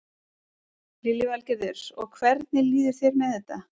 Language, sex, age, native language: Icelandic, female, 30-39, Icelandic